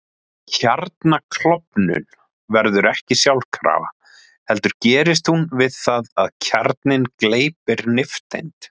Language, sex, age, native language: Icelandic, male, 30-39, Icelandic